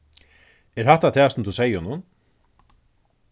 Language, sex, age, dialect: Faroese, male, 36-60, Suðurstreymoy